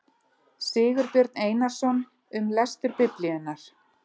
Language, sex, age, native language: Icelandic, female, 30-39, Icelandic